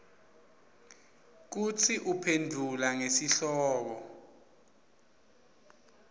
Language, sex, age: Swati, male, 24